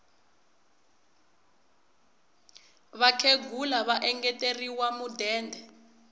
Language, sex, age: Tsonga, female, 20